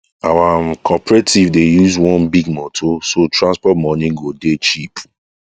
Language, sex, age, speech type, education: Nigerian Pidgin, male, 15-29, spontaneous, tertiary